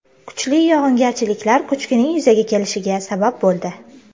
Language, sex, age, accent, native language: Uzbek, female, 25-34, Toshkent shahri, Uzbek